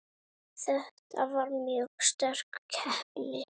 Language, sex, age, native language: Icelandic, female, 9, Icelandic